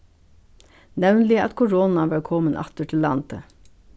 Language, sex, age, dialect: Faroese, female, 61+, Suðurstreymoy